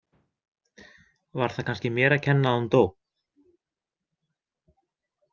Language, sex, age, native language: Icelandic, male, 20-29, Icelandic